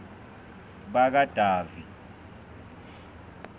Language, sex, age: South Ndebele, male, 25